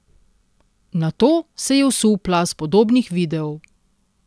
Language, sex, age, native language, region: Slovenian, female, 30-49, Slovenian, Central Slovenia